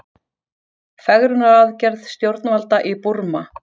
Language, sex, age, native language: Icelandic, female, 40-49, Icelandic